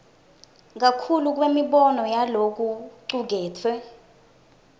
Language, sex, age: Swati, female, 20